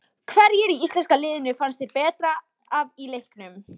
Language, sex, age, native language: Icelandic, female, 14, Icelandic